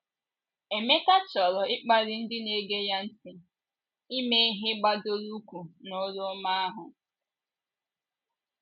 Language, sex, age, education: Igbo, female, 15-29, tertiary